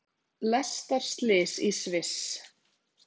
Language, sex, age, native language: Icelandic, female, 30-39, Icelandic